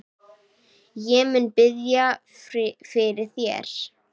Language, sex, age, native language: Icelandic, female, 9, Icelandic